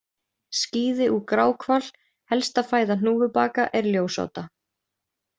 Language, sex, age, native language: Icelandic, female, 20-29, Icelandic